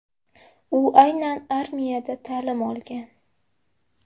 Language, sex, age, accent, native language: Uzbek, female, 18-24, Xorazm, Uzbek